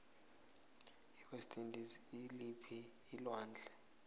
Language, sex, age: South Ndebele, male, 20